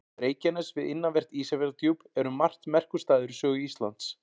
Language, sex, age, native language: Icelandic, male, 40-49, Icelandic